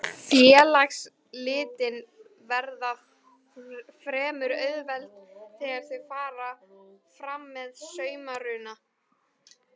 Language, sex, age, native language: Icelandic, female, 12, Icelandic